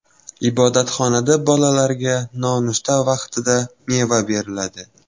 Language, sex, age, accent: Uzbek, male, 12-17, Toshkent viloyati